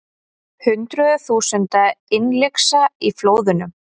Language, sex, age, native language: Icelandic, female, 30-39, Icelandic